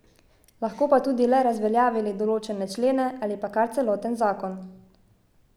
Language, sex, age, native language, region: Slovenian, female, 18-29, Slovenian, Savinja region